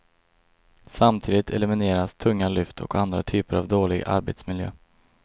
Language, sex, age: Swedish, male, 22